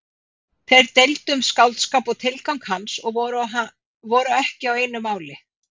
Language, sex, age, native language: Icelandic, female, 50-59, Icelandic